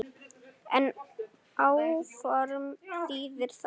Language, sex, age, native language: Icelandic, female, 8, Icelandic